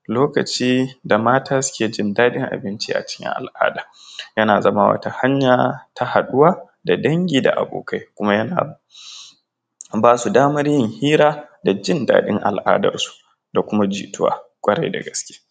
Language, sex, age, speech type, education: Hausa, male, 15-29, spontaneous, tertiary